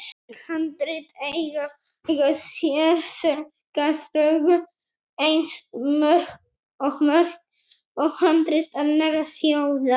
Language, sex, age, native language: Icelandic, male, 18-19, Icelandic